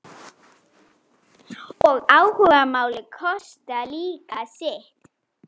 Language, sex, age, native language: Icelandic, female, 20-29, Icelandic